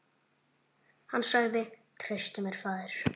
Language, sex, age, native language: Icelandic, male, 9, Icelandic